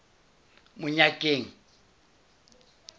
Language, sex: Southern Sotho, male